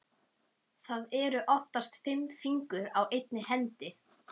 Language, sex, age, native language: Icelandic, female, 11, Icelandic